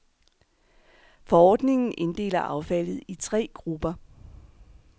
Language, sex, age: Danish, female, 39